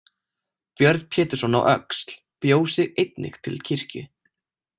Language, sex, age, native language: Icelandic, male, 18-19, Icelandic